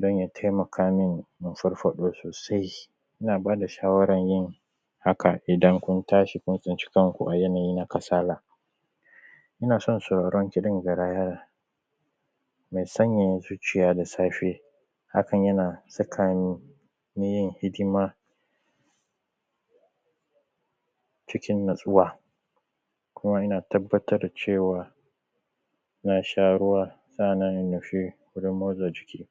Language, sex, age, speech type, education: Hausa, male, 30-45, spontaneous, primary